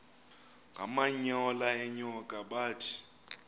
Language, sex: Xhosa, male